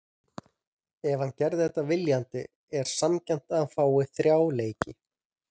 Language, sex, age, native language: Icelandic, male, 30-39, Icelandic